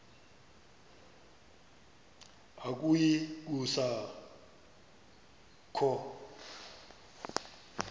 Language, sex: Xhosa, male